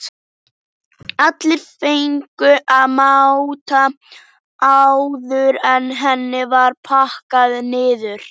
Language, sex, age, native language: Icelandic, female, 11, Icelandic